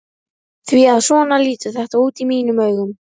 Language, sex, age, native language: Icelandic, female, 11, Icelandic